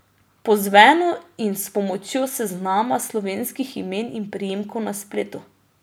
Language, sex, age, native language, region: Slovenian, female, 30-49, Slovenian, Drava region